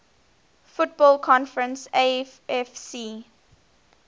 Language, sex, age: English, female, 20